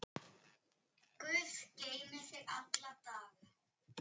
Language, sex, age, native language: Icelandic, female, 10, Icelandic